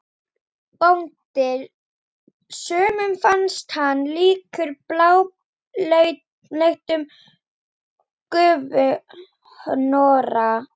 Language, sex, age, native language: Icelandic, female, 12, Icelandic